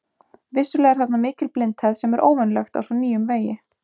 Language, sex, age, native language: Icelandic, female, 20-29, Icelandic